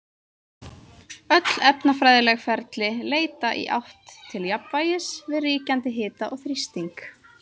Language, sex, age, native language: Icelandic, female, 20-29, Icelandic